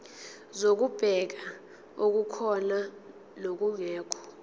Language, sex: Zulu, female